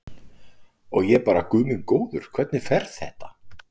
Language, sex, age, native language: Icelandic, male, 40-49, Icelandic